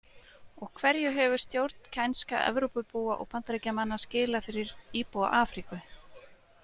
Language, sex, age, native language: Icelandic, female, 30-39, Icelandic